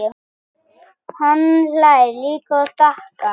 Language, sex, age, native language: Icelandic, female, 10, Icelandic